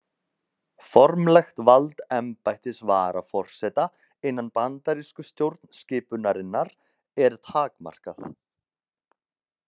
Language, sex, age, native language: Icelandic, male, 30-39, Icelandic